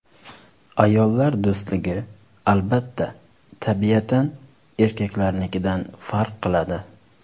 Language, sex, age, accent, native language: Uzbek, male, 19-29, Surxondaryo, Uzbek